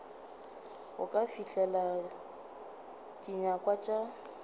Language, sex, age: Northern Sotho, female, 27